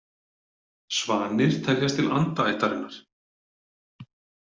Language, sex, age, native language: Icelandic, male, 40-49, Icelandic